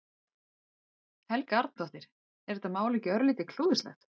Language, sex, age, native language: Icelandic, female, 30-39, Icelandic